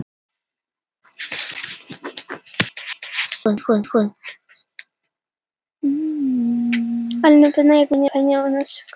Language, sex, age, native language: Icelandic, female, 18-19, Icelandic